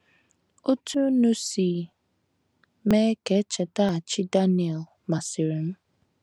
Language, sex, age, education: Igbo, female, 15-29, tertiary